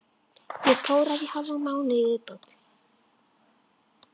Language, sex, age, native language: Icelandic, female, 11, Icelandic